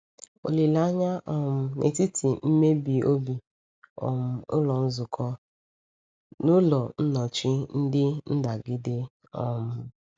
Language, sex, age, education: Igbo, female, 15-29, secondary